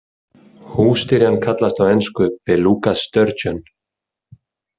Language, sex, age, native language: Icelandic, male, 30-39, Icelandic